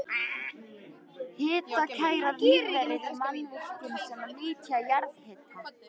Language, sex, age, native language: Icelandic, female, 13, Icelandic